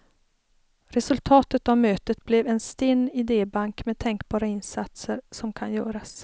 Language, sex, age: Swedish, female, 33